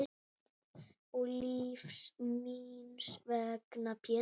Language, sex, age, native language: Icelandic, female, 9, Icelandic